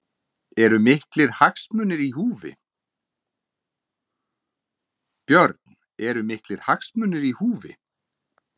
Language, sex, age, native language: Icelandic, male, 40-49, Icelandic